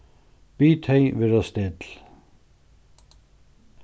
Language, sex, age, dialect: Faroese, male, 61+, Suðurstreymoy